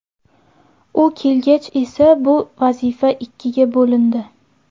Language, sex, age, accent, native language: Uzbek, female, 18-24, Samarqand, Uzbek